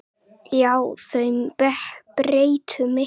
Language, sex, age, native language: Icelandic, female, 8, Icelandic